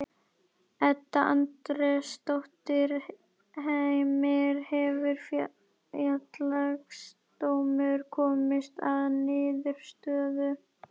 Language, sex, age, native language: Icelandic, female, 11, Icelandic